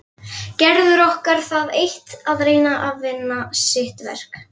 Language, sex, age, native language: Icelandic, female, 11, Icelandic